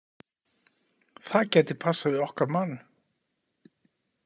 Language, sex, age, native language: Icelandic, male, 40-49, Icelandic